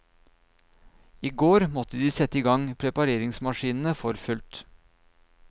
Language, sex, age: Norwegian, male, 39